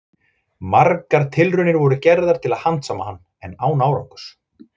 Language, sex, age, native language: Icelandic, male, 40-49, Icelandic